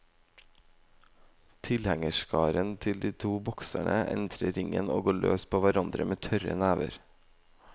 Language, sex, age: Norwegian, male, 18